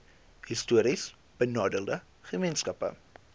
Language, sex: Afrikaans, male